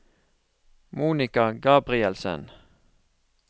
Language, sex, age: Norwegian, male, 36